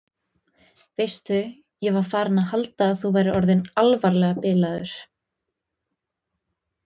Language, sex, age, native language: Icelandic, female, 20-29, Icelandic